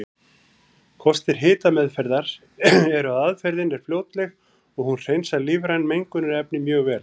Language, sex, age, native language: Icelandic, male, 40-49, Icelandic